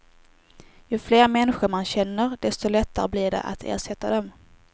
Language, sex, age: Swedish, female, 18